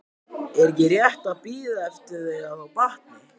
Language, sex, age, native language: Icelandic, male, 12, Icelandic